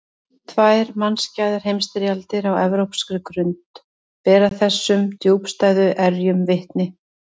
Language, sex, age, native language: Icelandic, female, 30-39, Icelandic